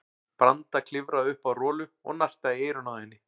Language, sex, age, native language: Icelandic, male, 40-49, Icelandic